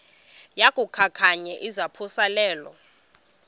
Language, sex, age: Xhosa, female, 22